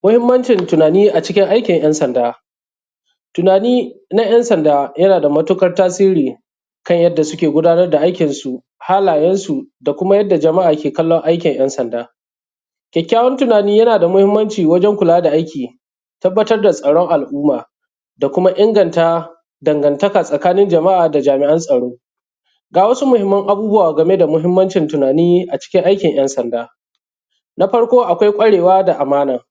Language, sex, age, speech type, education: Hausa, female, 30-45, spontaneous, primary